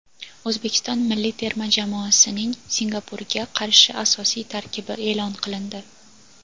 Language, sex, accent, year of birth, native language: Uzbek, female, Toshkent viloyati, 2000, Uzbek